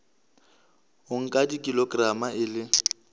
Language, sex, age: Southern Sotho, male, 26